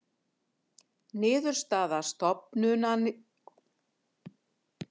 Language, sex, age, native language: Icelandic, female, 50-59, Icelandic